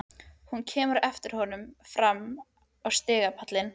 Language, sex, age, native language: Icelandic, female, 13, Icelandic